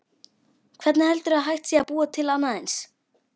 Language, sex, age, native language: Icelandic, female, 12, Icelandic